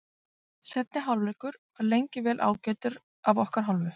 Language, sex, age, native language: Icelandic, female, 40-49, Icelandic